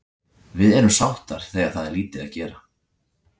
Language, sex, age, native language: Icelandic, male, 30-39, Icelandic